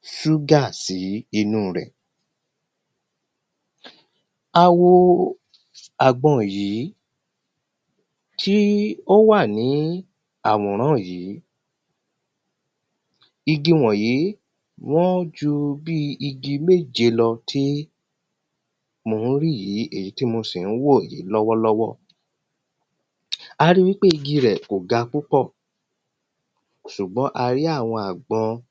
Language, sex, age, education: Yoruba, male, 30-45, primary